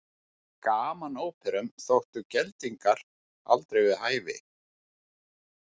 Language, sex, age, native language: Icelandic, male, 50-59, Icelandic